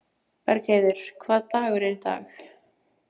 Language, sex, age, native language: Icelandic, female, 18-19, Icelandic